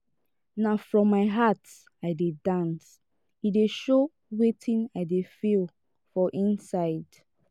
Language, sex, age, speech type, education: Nigerian Pidgin, female, 15-29, spontaneous, tertiary